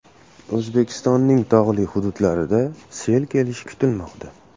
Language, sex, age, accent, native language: Uzbek, male, 25-34, Andijon, Uzbek